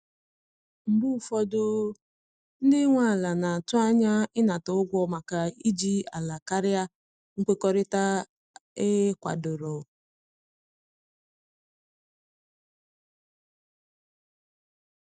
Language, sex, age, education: Igbo, female, 30-45, tertiary